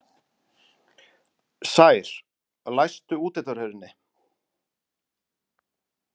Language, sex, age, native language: Icelandic, male, 40-49, Icelandic